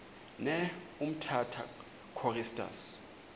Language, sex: Xhosa, male